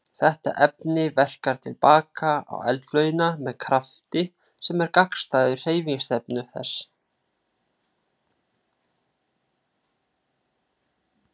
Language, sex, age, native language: Icelandic, male, 30-39, Icelandic